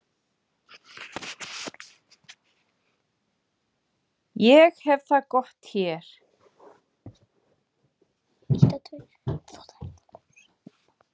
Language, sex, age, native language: Icelandic, female, 40-49, Icelandic